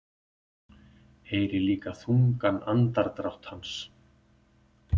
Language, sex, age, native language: Icelandic, male, 50-59, Icelandic